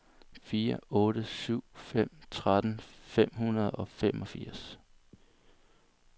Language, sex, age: Danish, male, 22